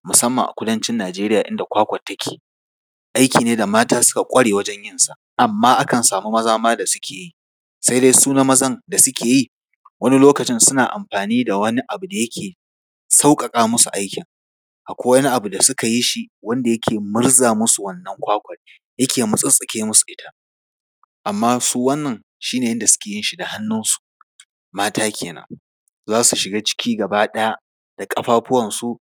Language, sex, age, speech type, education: Hausa, male, 30-45, spontaneous, tertiary